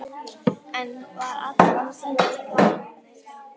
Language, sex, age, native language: Icelandic, female, 10, Icelandic